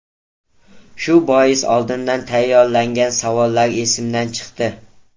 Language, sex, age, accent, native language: Uzbek, male, 18-24, Toshkent viloyati, Uzbek